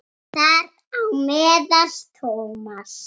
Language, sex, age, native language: Icelandic, female, 6, Icelandic